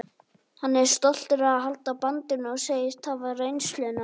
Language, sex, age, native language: Icelandic, male, 18-19, Icelandic